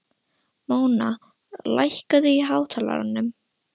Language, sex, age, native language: Icelandic, female, 13, Russian